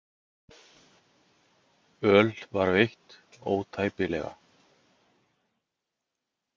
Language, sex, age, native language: Icelandic, male, 50-59, Icelandic